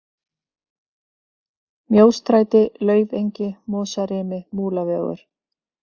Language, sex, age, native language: Icelandic, female, 50-59, Icelandic